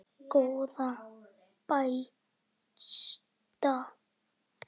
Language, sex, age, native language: Icelandic, male, 9, Icelandic